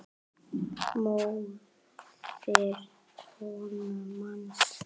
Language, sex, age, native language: Icelandic, female, 9, Icelandic